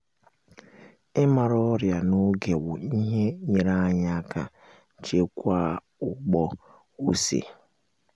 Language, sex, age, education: Igbo, male, 15-29, secondary